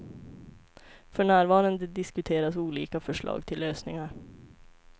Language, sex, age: Swedish, female, 25